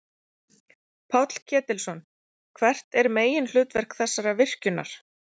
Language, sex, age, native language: Icelandic, female, 40-49, Icelandic